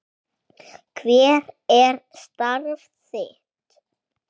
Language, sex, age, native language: Icelandic, male, 6, Icelandic